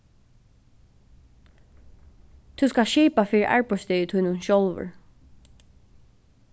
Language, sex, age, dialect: Faroese, female, 15-35, Norðuroyggjar